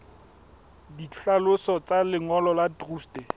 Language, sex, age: Southern Sotho, male, 21